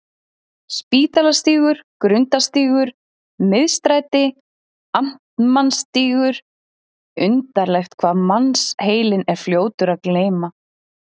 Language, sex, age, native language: Icelandic, female, 30-39, Icelandic